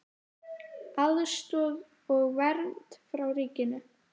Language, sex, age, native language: Icelandic, female, 10, Icelandic